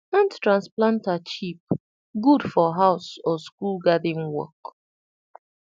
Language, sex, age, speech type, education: Nigerian Pidgin, female, 30-45, spontaneous, tertiary